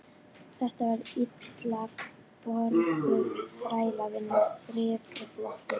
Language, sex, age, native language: Icelandic, female, 11, Icelandic